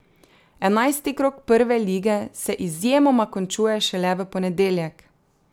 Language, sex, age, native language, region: Slovenian, female, 30-49, Slovenian, Drava region